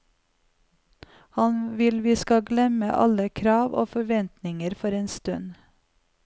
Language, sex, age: Norwegian, female, 45